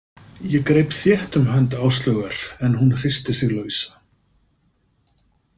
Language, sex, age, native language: Icelandic, male, 50-59, Icelandic